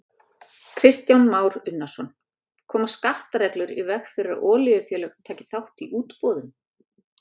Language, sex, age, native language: Icelandic, female, 30-39, Icelandic